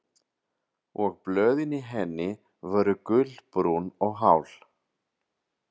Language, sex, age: Icelandic, male, 30-39